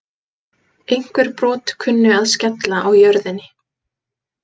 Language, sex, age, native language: Icelandic, female, 20-29, Icelandic